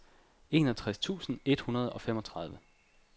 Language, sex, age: Danish, male, 29